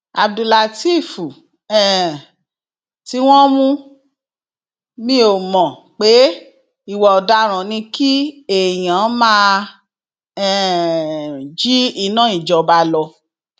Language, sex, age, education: Yoruba, female, 46-60, tertiary